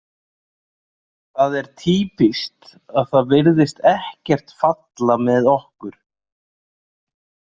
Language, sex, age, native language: Icelandic, male, 40-49, Icelandic